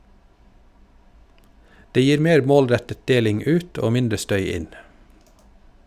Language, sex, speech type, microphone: Norwegian, male, read, Shure